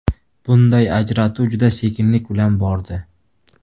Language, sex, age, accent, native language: Uzbek, male, 25-34, Surxondaryo, Uzbek